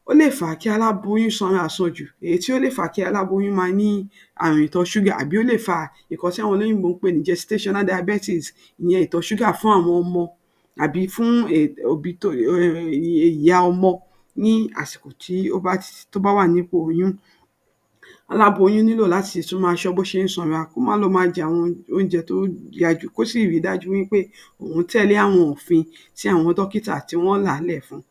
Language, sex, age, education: Yoruba, female, 60+, tertiary